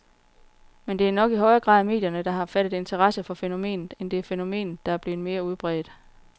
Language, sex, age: Danish, female, 40